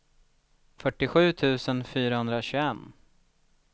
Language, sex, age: Swedish, male, 36